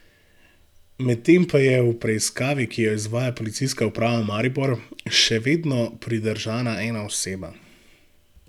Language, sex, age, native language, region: Slovenian, male, 18-29, Slovenian, Gorenjska region